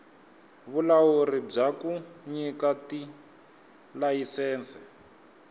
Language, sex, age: Tsonga, male, 21